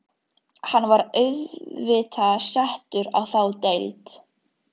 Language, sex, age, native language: Icelandic, female, 13, Icelandic